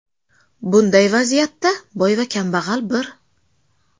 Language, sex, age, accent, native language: Uzbek, female, 25-34, Samarqand, Uzbek